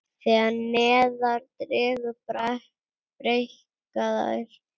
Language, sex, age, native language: Icelandic, female, 7, Icelandic